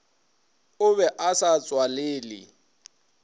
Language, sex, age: Northern Sotho, male, 22